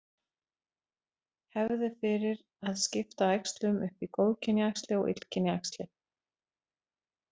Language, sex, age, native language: Icelandic, female, 40-49, Icelandic